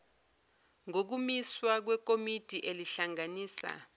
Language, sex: Zulu, female